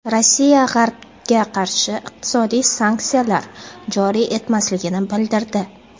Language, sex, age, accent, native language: Uzbek, female, 18-24, Jizzax, Uzbek